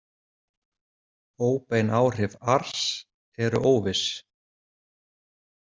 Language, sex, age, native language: Icelandic, male, 40-49, Icelandic